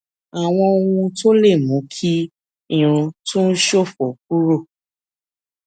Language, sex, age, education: Yoruba, female, 15-29, tertiary